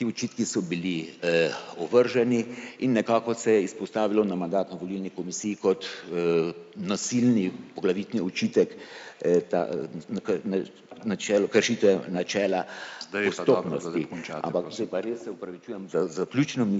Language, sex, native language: Slovenian, male, Slovenian